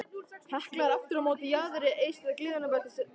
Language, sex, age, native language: Icelandic, male, 13, Icelandic